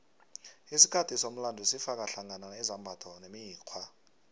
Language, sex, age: South Ndebele, male, 23